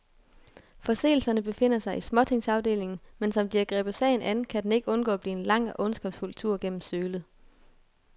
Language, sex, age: Danish, female, 22